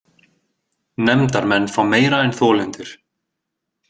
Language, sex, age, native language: Icelandic, male, 20-29, Icelandic